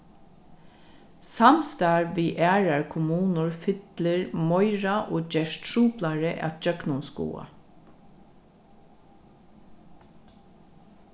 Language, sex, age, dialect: Faroese, female, 36-60, Norðurstreymoy/Eysturoy